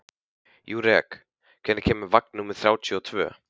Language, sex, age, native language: Icelandic, male, 15, Icelandic